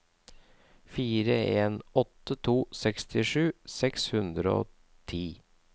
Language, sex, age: Norwegian, male, 37